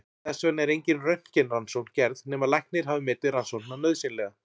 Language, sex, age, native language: Icelandic, male, 40-49, Icelandic